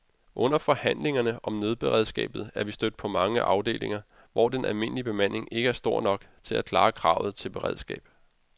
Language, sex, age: Danish, male, 32